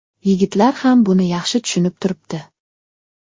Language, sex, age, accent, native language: Uzbek, male, 12-17, Namangan, Uzbek